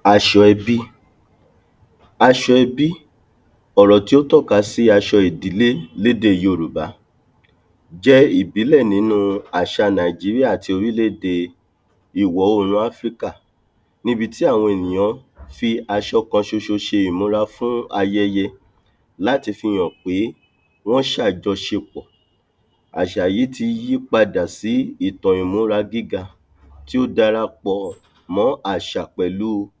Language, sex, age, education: Yoruba, male, 46-60, tertiary